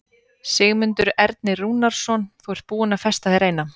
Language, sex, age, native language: Icelandic, female, 30-39, Icelandic